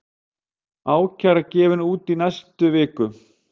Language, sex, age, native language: Icelandic, male, 50-59, Icelandic